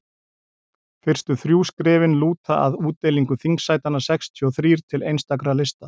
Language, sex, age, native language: Icelandic, male, 40-49, Icelandic